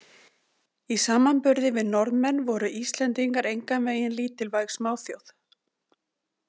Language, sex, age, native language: Icelandic, female, 40-49, Icelandic